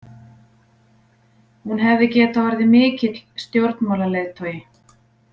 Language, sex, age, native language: Icelandic, female, 40-49, Icelandic